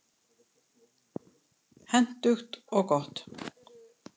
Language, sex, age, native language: Icelandic, female, 30-39, Icelandic